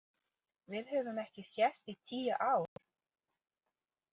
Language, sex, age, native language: Icelandic, female, 30-39, English